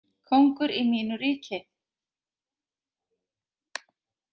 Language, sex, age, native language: Icelandic, female, 40-49, Icelandic